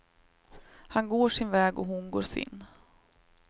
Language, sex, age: Swedish, female, 38